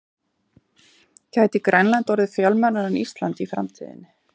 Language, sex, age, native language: Icelandic, female, 40-49, Icelandic